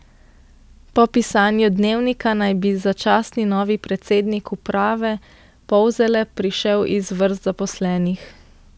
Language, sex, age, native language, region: Slovenian, female, 18-29, Slovenian, Central Slovenia